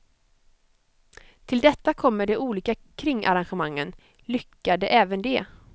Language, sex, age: Swedish, female, 25